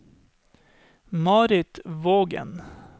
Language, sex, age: Norwegian, male, 31